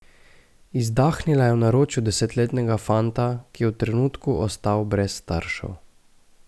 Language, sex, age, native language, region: Slovenian, male, 18-29, Slovenian, Gorica region